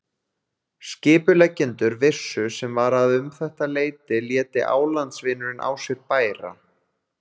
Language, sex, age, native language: Icelandic, male, 20-29, Icelandic